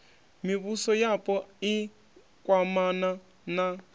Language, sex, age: Venda, male, 26